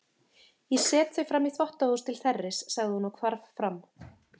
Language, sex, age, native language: Icelandic, female, 30-39, Icelandic